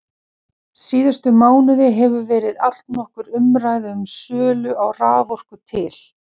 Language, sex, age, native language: Icelandic, female, 40-49, Icelandic